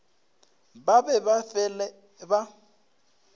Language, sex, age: Northern Sotho, male, 25